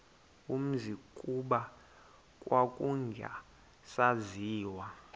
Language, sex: Xhosa, male